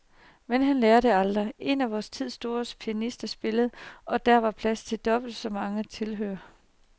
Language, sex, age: Danish, female, 30